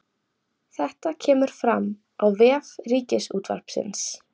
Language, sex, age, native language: Icelandic, female, 18-19, Icelandic